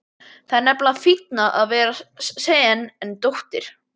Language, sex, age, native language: Icelandic, male, 12, Icelandic